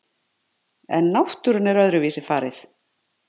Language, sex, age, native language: Icelandic, male, 50-59, Icelandic